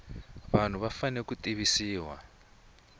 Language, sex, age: Tsonga, male, 20